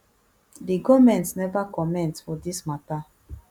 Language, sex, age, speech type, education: Nigerian Pidgin, female, 15-29, spontaneous, tertiary